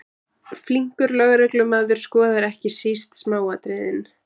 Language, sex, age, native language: Icelandic, male, 20-29, Icelandic